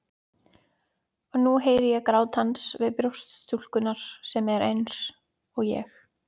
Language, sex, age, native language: Icelandic, female, 20-29, Icelandic